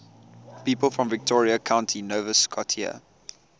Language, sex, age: English, male, 20